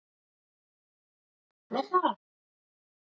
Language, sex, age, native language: Icelandic, male, 30-39, Icelandic